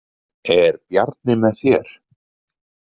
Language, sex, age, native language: Icelandic, male, 40-49, Icelandic